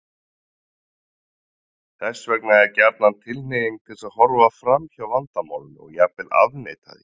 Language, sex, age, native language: Icelandic, male, 30-39, Icelandic